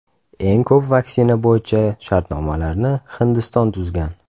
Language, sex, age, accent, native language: Uzbek, male, 18-24, Toshkent shahri, Uzbek